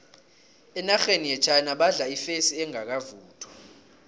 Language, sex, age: South Ndebele, male, 18